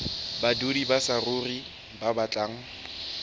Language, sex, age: Southern Sotho, male, 21